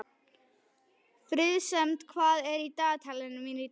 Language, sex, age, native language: Icelandic, female, 11, Icelandic